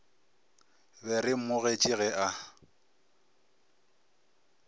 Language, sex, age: Northern Sotho, male, 24